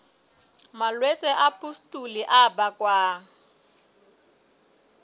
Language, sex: Southern Sotho, female